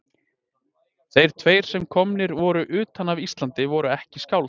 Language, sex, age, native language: Icelandic, male, 20-29, Icelandic